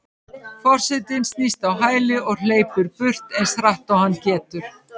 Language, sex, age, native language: Icelandic, female, 50-59, Icelandic